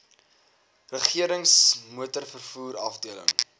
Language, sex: Afrikaans, male